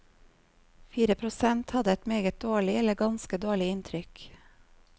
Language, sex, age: Norwegian, female, 39